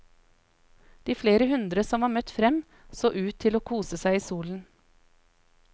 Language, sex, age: Norwegian, female, 33